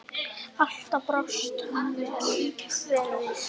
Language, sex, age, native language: Icelandic, male, 9, Icelandic